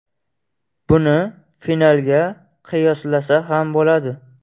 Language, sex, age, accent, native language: Uzbek, male, 18-24, Qashqadaryo, Uzbek